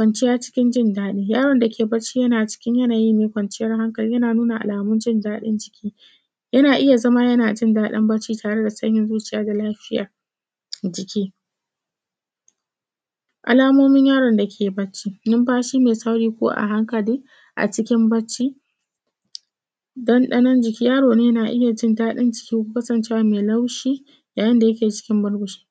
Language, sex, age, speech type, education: Hausa, female, 15-29, spontaneous, tertiary